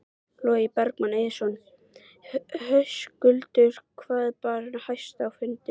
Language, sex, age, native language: Icelandic, female, 12, Icelandic